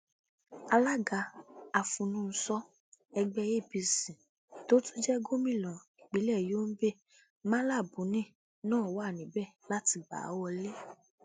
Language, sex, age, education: Yoruba, female, 15-29, tertiary